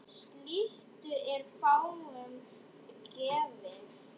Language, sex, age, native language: Icelandic, female, 10, Icelandic